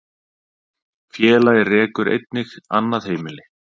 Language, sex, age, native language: Icelandic, male, 30-39, Icelandic